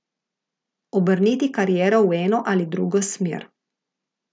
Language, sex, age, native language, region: Slovenian, female, 50-59, Slovenian, Gorica region